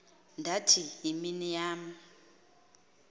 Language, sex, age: Xhosa, female, 38